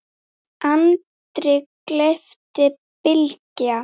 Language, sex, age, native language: Icelandic, female, 8, Icelandic